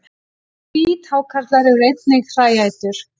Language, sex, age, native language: Icelandic, female, 18-19, Icelandic